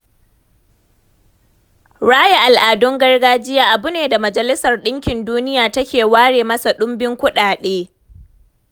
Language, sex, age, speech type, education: Hausa, female, 15-29, read, tertiary